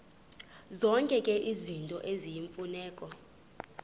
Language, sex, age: Xhosa, female, 26